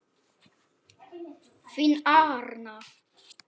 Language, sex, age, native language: Icelandic, male, 9, Polish